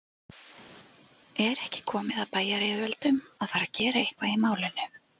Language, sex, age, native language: Icelandic, female, 40-49, Icelandic